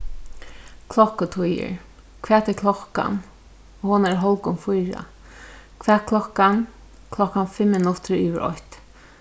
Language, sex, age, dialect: Faroese, female, 36-60, Norðurstreymoy/Eysturoy